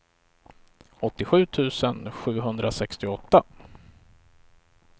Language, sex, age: Swedish, male, 35